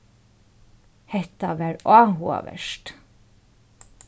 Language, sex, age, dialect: Faroese, female, 36-60, Norðurstreymoy/Eysturoy